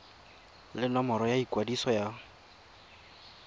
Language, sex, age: Tswana, male, 22